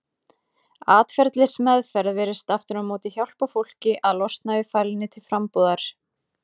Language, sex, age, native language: Icelandic, female, 30-39, Icelandic